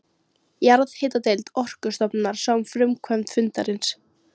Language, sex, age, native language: Icelandic, female, 13, Icelandic